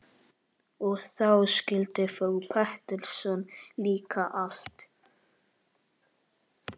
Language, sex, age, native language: Icelandic, male, 12, Icelandic